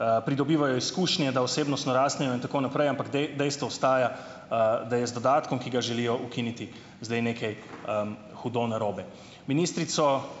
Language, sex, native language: Slovenian, male, Slovenian